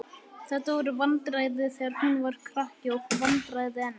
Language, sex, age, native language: Icelandic, male, 11, Icelandic